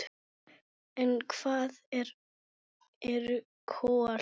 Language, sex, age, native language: Icelandic, female, 9, Icelandic